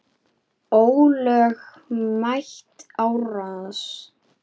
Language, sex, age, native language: Icelandic, male, 9, Icelandic